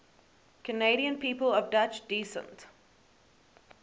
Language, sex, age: English, female, 18